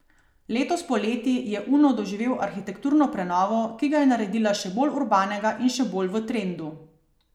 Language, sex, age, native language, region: Slovenian, female, 30-49, Slovenian, Savinja region